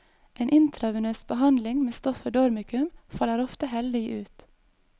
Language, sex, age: Norwegian, female, 22